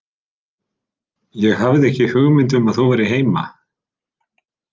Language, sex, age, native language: Icelandic, male, 30-39, Icelandic